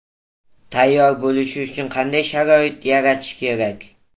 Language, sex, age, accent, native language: Uzbek, male, 18-24, Toshkent viloyati, Uzbek